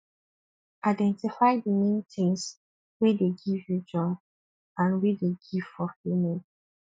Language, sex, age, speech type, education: Nigerian Pidgin, female, 15-29, spontaneous, tertiary